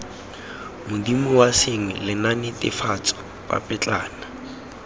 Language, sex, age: Tswana, male, 18